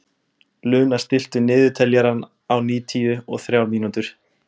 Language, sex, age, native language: Icelandic, male, 20-29, Icelandic